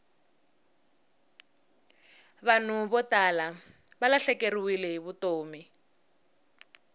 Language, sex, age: Tsonga, female, 19